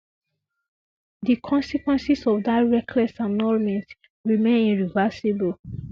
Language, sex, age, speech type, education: Nigerian Pidgin, female, 15-29, spontaneous, secondary